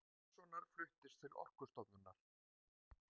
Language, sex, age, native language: Icelandic, male, 50-59, Icelandic